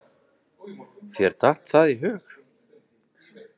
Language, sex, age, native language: Icelandic, male, 20-29, Icelandic